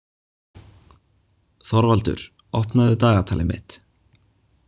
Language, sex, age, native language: Icelandic, male, 20-29, Icelandic